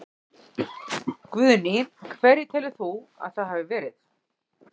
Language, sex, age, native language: Icelandic, female, 40-49, Icelandic